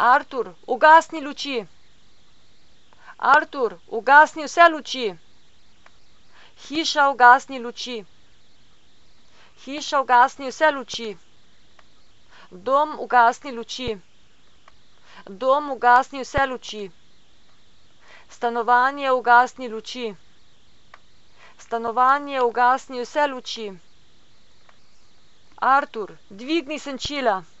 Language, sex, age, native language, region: Slovenian, female, 50-59, Slovenian, Coastal Karst region